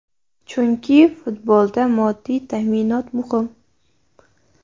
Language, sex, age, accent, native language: Uzbek, female, 19-29, Jizzax, Uzbek